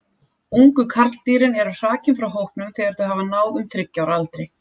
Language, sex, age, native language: Icelandic, female, 40-49, Icelandic